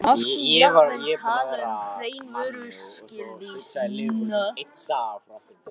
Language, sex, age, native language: Icelandic, male, 13, Icelandic